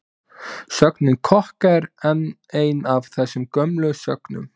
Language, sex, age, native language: Icelandic, male, 20-29, Icelandic